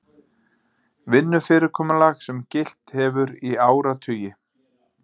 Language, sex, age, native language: Icelandic, male, 50-59, Icelandic